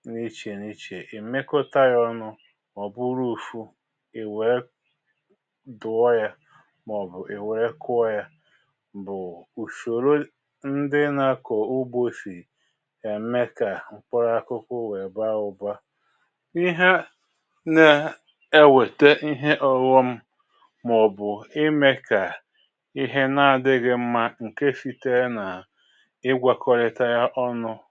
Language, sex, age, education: Igbo, male, 46-60, tertiary